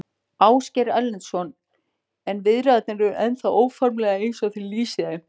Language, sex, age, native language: Icelandic, female, 40-49, Icelandic